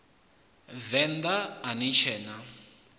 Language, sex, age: Venda, male, 21